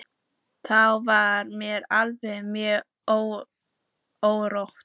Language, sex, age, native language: Icelandic, female, 14, Icelandic